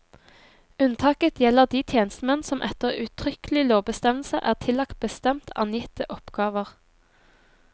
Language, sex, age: Norwegian, female, 23